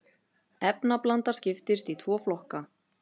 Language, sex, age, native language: Icelandic, female, 30-39, Icelandic